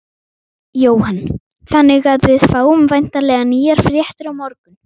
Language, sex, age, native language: Icelandic, female, 12, Icelandic